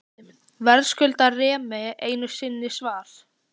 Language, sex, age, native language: Icelandic, female, 14, Icelandic